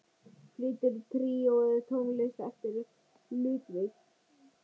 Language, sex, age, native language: Icelandic, male, 9, Icelandic